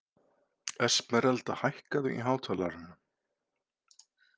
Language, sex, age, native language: Icelandic, male, 40-49, Icelandic